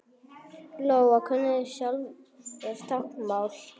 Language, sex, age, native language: Icelandic, female, 9, Icelandic